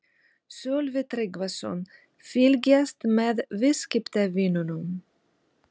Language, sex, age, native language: Icelandic, female, 40-49, Russian